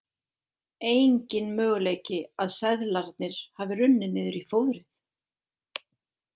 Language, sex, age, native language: Icelandic, female, 60-69, Icelandic